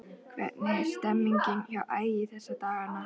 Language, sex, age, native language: Icelandic, female, 11, Icelandic